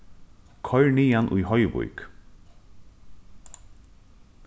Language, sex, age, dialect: Faroese, male, 15-35, Norðuroyggjar